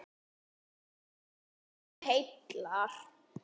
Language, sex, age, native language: Icelandic, female, 8, Icelandic